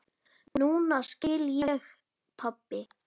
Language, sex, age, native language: Icelandic, female, 9, Icelandic